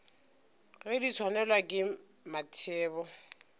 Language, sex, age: Northern Sotho, female, 25